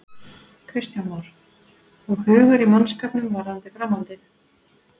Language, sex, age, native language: Icelandic, female, 40-49, Icelandic